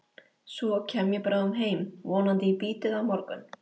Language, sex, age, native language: Icelandic, female, 13, Icelandic